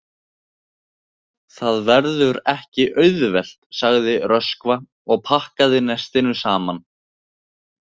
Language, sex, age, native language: Icelandic, male, 18-19, Icelandic